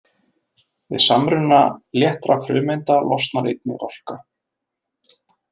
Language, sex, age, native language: Icelandic, male, 30-39, Icelandic